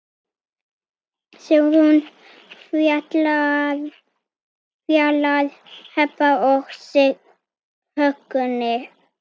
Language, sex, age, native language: Icelandic, female, 9, Icelandic